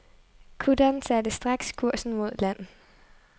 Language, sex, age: Danish, female, 23